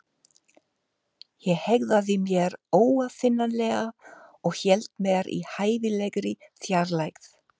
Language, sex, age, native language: Icelandic, female, 50-59, German